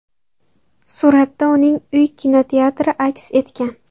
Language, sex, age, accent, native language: Uzbek, female, 18-24, Andijon, Uzbek